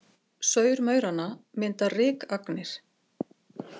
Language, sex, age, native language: Icelandic, female, 50-59, Icelandic